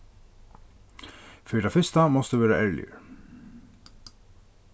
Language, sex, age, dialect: Faroese, male, 36-60, Norðurstreymoy/Eysturoy